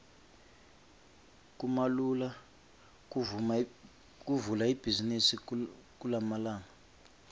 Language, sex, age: Swati, male, 25